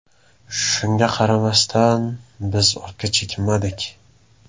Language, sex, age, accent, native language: Uzbek, male, 18-24, Samarqand, Uzbek